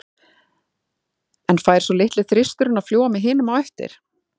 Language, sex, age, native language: Icelandic, female, 30-39, Icelandic